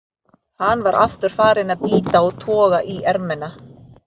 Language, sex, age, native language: Icelandic, female, 30-39, Filipino